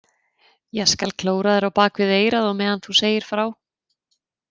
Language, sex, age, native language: Icelandic, female, 30-39, Icelandic